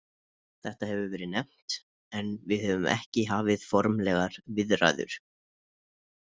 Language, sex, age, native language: Icelandic, male, 20-29, Icelandic